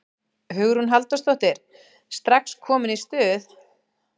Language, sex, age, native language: Icelandic, female, 11, Icelandic